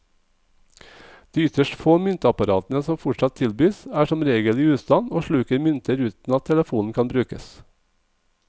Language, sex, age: Norwegian, male, 45